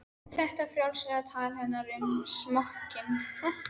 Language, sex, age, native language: Icelandic, female, 13, Icelandic